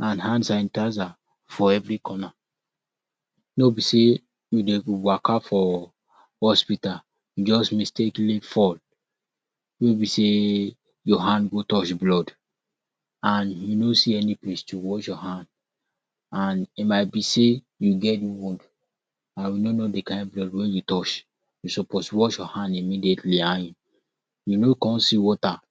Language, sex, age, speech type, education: Nigerian Pidgin, male, 46-60, spontaneous, tertiary